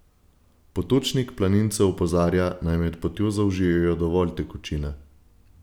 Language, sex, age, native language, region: Slovenian, male, 18-29, Slovenian, Gorenjska region